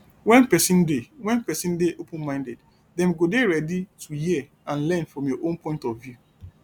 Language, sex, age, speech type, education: Nigerian Pidgin, male, 30-45, spontaneous, tertiary